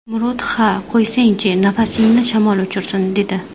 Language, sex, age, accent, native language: Uzbek, female, 18-24, Qashqadaryo, Uzbek